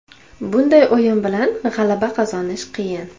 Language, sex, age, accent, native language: Uzbek, female, 25-34, Toshkent viloyati, Uzbek